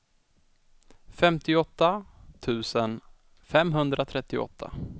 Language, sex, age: Swedish, male, 20